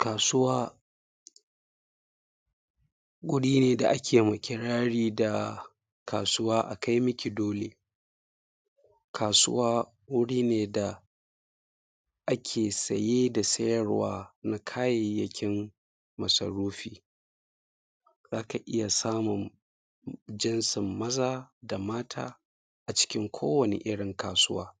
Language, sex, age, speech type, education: Hausa, male, 15-29, spontaneous, secondary